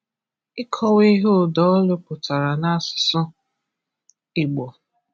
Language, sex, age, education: Igbo, female, 15-29, tertiary